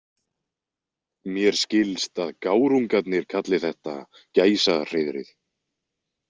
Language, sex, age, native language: Icelandic, male, 20-29, Icelandic